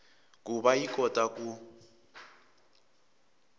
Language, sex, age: Tsonga, male, 23